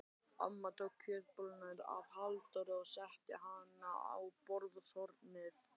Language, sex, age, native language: Icelandic, male, 12, Icelandic